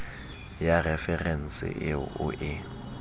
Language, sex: Southern Sotho, male